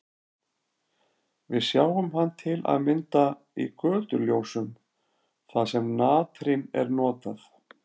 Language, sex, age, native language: Icelandic, male, 40-49, Icelandic